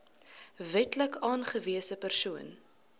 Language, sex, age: Afrikaans, female, 19